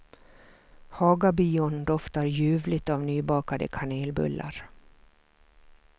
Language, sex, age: Swedish, female, 47